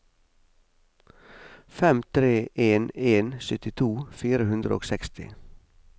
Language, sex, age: Norwegian, male, 45